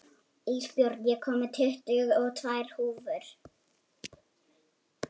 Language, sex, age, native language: Icelandic, male, 11, Icelandic